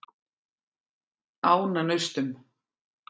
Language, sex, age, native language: Icelandic, female, 40-49, Icelandic